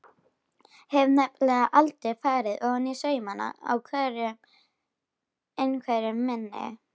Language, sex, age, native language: Icelandic, female, 12, Icelandic